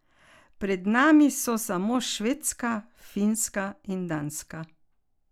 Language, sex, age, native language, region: Slovenian, female, 60+, Slovenian, Carinthia region